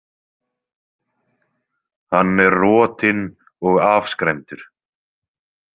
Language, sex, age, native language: Icelandic, male, 20-29, Icelandic